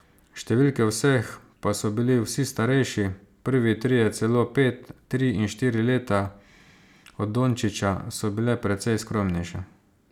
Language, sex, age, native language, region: Slovenian, male, 30-49, Slovenian, Savinja region